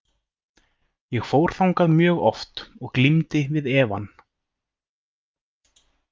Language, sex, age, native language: Icelandic, male, 30-39, Icelandic